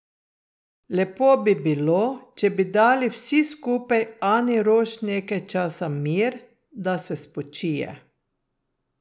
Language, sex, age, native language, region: Slovenian, female, 60+, Slovenian, Drava region